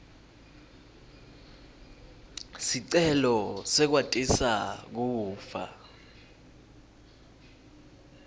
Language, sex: Swati, male